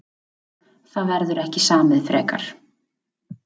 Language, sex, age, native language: Icelandic, female, 20-29, Icelandic